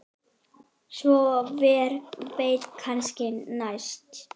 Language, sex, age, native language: Icelandic, female, 8, Icelandic